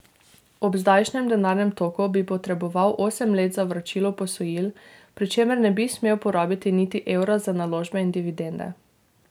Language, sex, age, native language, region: Slovenian, female, 18-29, Slovenian, Drava region